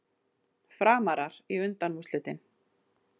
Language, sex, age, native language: Icelandic, female, 40-49, Icelandic